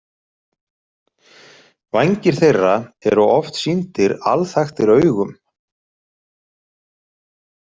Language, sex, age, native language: Icelandic, male, 30-39, Icelandic